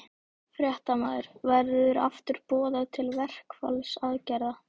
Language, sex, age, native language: Icelandic, male, 12, Icelandic